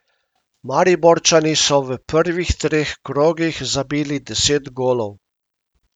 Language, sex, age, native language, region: Slovenian, male, 50-59, Slovenian, Primorsko-notranjska region